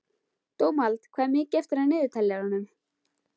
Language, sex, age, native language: Icelandic, female, 12, Icelandic